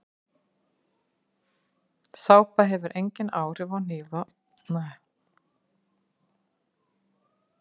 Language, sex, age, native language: Icelandic, female, 50-59, Icelandic